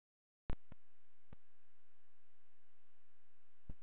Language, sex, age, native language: Icelandic, male, 13, Icelandic